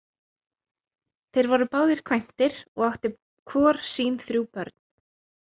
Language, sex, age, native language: Icelandic, female, 30-39, Icelandic